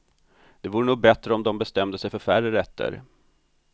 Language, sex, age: Swedish, male, 45